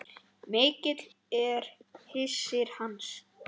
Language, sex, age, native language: Icelandic, male, 8, Icelandic